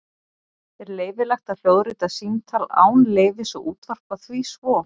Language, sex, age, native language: Icelandic, female, 40-49, Icelandic